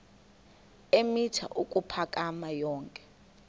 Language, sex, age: Xhosa, female, 21